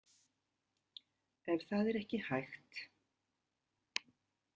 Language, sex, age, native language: Icelandic, female, 70-79, Icelandic